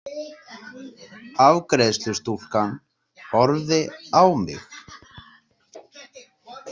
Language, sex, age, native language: Icelandic, male, 30-39, Icelandic